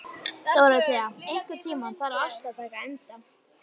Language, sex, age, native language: Icelandic, female, 12, Icelandic